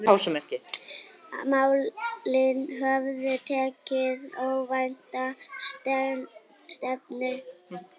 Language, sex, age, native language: Icelandic, female, 7, Icelandic